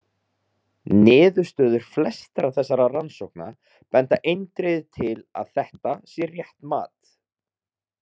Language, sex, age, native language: Icelandic, male, 30-39, Icelandic